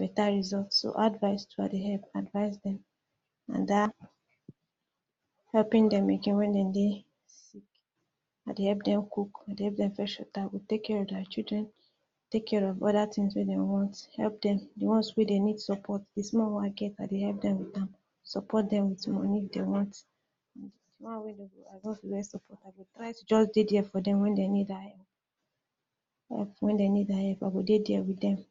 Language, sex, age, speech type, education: Nigerian Pidgin, female, 46-60, spontaneous, tertiary